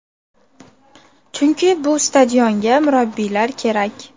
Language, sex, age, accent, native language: Uzbek, female, 18-24, Farg'ona, Uzbek